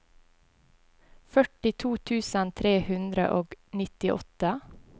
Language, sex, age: Norwegian, female, 20